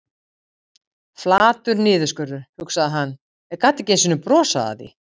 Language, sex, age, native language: Icelandic, female, 50-59, Icelandic